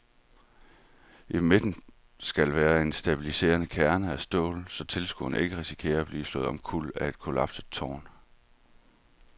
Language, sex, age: Danish, male, 31